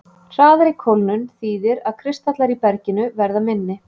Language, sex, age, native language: Icelandic, female, 30-39, Icelandic